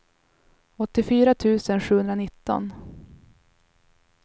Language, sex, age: Swedish, female, 21